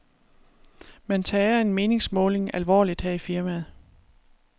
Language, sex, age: Danish, female, 36